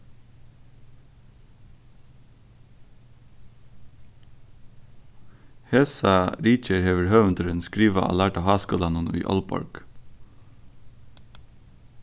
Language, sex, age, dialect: Faroese, male, 15-35, Suðurstreymoy